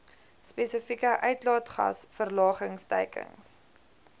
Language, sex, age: Afrikaans, female, 20